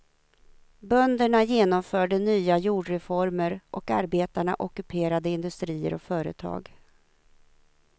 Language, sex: Swedish, female